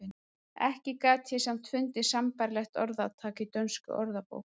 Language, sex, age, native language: Icelandic, female, 30-39, Icelandic